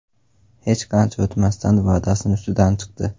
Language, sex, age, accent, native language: Uzbek, male, 18-24, Andijon, Uzbek